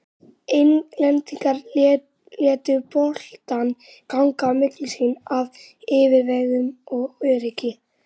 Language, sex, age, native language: Icelandic, female, 30-39, Icelandic